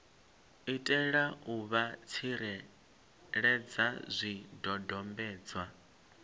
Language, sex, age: Venda, male, 25